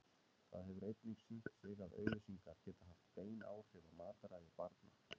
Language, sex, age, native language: Icelandic, male, 30-39, Icelandic